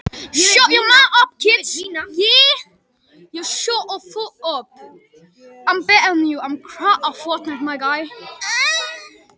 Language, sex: Icelandic, other